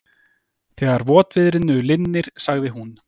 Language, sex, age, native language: Icelandic, male, 30-39, Icelandic